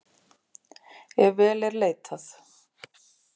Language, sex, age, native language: Icelandic, female, 50-59, Icelandic